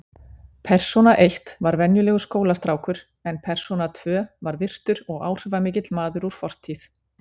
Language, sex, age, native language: Icelandic, female, 40-49, Icelandic